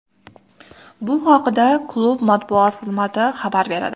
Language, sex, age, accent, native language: Uzbek, female, 18-24, Toshkent shahri, Uzbek